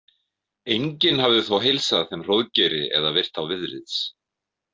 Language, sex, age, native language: Icelandic, male, 50-59, Icelandic